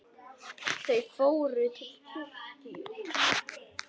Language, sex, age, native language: Icelandic, male, 10, Icelandic